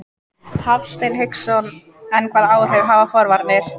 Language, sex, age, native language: Icelandic, female, 14, Icelandic